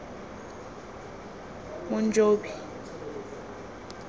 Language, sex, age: Tswana, female, 19